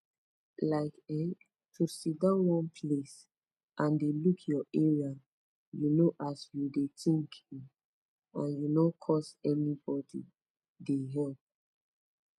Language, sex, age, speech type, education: Nigerian Pidgin, female, 15-29, spontaneous, tertiary